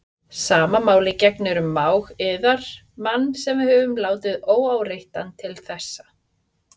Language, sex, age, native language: Icelandic, female, 30-39, Icelandic